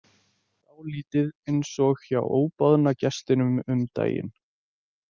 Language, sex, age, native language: Icelandic, male, 20-29, Icelandic